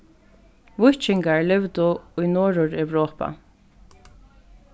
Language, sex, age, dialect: Faroese, female, 15-35, Norðurstreymoy/Eysturoy